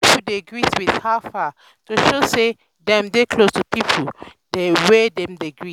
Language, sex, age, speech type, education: Nigerian Pidgin, female, 15-29, spontaneous, tertiary